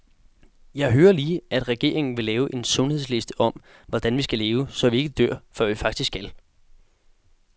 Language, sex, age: Danish, male, 18